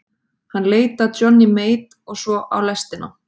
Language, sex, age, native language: Icelandic, female, 30-39, Icelandic